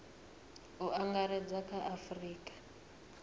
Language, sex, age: Venda, female, 39